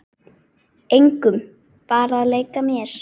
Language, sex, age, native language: Icelandic, male, 9, Icelandic